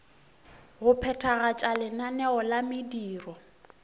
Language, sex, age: Northern Sotho, female, 24